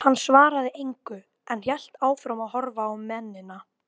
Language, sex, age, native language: Icelandic, female, 12, Icelandic